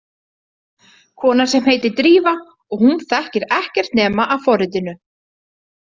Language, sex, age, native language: Icelandic, female, 30-39, Icelandic